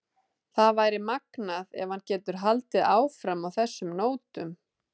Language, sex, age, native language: Icelandic, female, 30-39, Icelandic